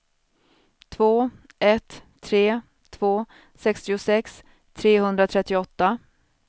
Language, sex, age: Swedish, female, 41